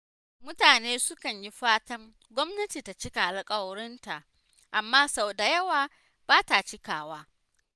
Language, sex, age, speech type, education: Hausa, female, 15-29, spontaneous, tertiary